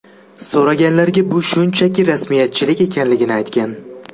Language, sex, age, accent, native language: Uzbek, male, 18-24, Jizzax, Uzbek